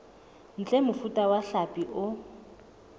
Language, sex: Southern Sotho, female